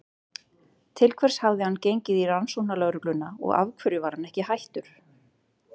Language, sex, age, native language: Icelandic, female, 30-39, Icelandic